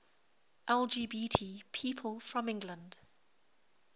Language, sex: English, female